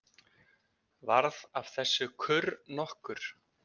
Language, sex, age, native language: Icelandic, male, 20-29, Icelandic